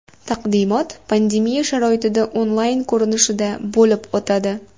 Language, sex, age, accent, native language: Uzbek, female, 18-24, Farg'ona, Uzbek